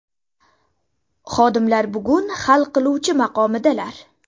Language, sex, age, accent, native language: Uzbek, female, 19-29, Sirdaryo, Uzbek